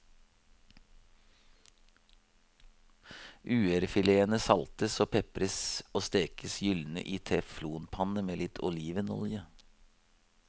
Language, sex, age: Norwegian, male, 52